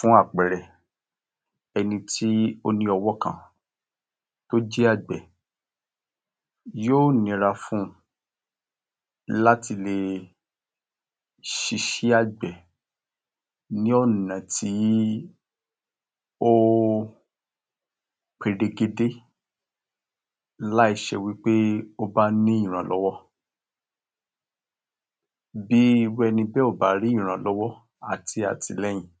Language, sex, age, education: Yoruba, male, 60+, tertiary